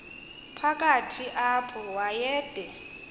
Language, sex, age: Xhosa, female, 22